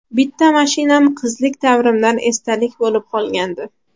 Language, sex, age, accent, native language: Uzbek, female, under 19, Toshkent shahri, Uzbek